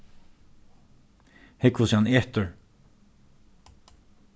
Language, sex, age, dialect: Faroese, male, 36-60, Norðurstreymoy/Eysturoy